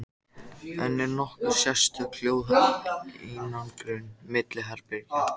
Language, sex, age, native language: Icelandic, male, 14, Icelandic